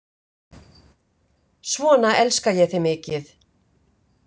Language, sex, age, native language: Icelandic, female, 50-59, Icelandic